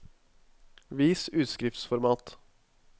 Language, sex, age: Norwegian, male, 21